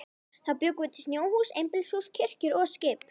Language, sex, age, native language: Icelandic, male, 11, Icelandic